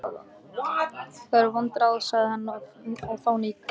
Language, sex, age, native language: Icelandic, male, 13, Icelandic